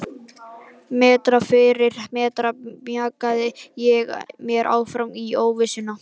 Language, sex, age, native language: Icelandic, male, 11, Icelandic